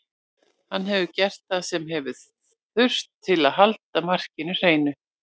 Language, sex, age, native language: Icelandic, female, 40-49, Icelandic